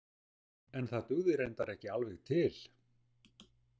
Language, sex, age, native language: Icelandic, male, 60-69, Icelandic